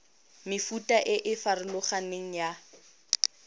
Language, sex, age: Tswana, female, 18